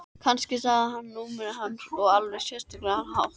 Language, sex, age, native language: Icelandic, female, 13, Icelandic